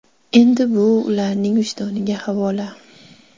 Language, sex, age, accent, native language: Uzbek, female, 18-24, Qashqadaryo, Uzbek